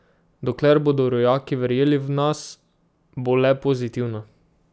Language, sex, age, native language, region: Slovenian, male, 18-29, Slovenian, Drava region